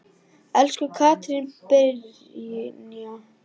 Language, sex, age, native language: Icelandic, female, 9, Icelandic